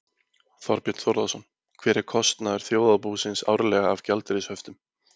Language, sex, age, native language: Icelandic, male, 20-29, Icelandic